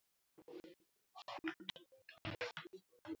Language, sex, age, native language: Icelandic, male, 10, Icelandic